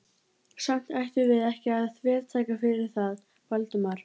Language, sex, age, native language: Icelandic, female, 12, Icelandic